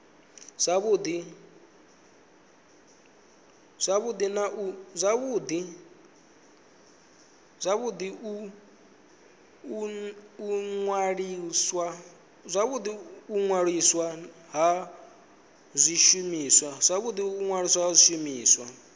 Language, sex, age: Venda, male, 19